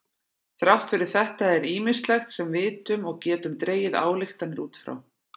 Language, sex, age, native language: Icelandic, female, 40-49, Icelandic